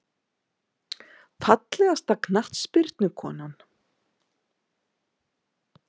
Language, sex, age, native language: Icelandic, female, 60-69, Icelandic